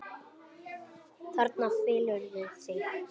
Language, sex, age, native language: Icelandic, female, 8, Icelandic